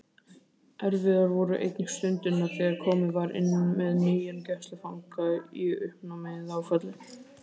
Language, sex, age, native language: Icelandic, male, 20-29, Icelandic